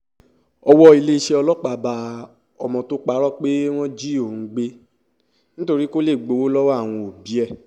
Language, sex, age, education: Yoruba, male, 15-29, tertiary